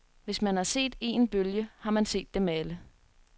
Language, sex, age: Danish, female, 21